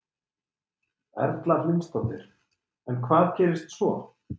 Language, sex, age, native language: Icelandic, male, 30-39, Icelandic